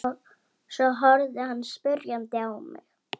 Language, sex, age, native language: Icelandic, female, 11, Icelandic